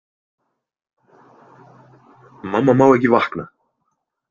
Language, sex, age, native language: Icelandic, male, 20-29, Icelandic